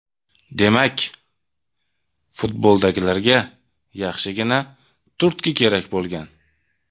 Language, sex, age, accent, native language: Uzbek, male, 25-34, Toshkent viloyati, Uzbek